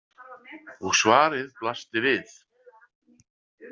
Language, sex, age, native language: Icelandic, male, 50-59, Icelandic